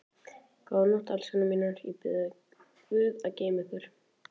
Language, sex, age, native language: Icelandic, male, 14, Icelandic